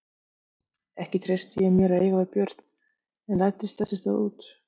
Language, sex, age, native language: Icelandic, female, 50-59, Icelandic